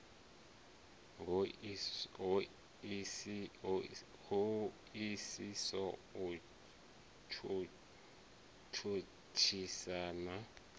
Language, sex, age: Venda, male, 34